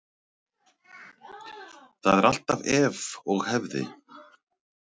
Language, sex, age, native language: Icelandic, male, 30-39, Icelandic